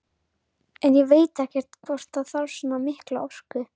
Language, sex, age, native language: Icelandic, female, 11, Icelandic